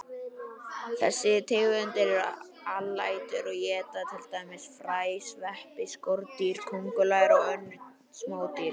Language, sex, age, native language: Icelandic, male, 20-29, Icelandic